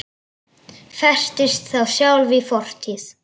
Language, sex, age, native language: Icelandic, female, 8, Icelandic